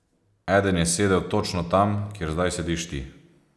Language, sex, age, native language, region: Slovenian, male, 30-49, Slovenian, Posavska region